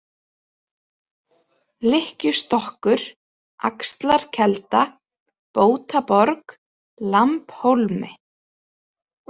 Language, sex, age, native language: Icelandic, female, 30-39, Icelandic